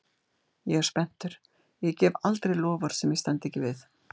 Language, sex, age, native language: Icelandic, female, 60-69, Icelandic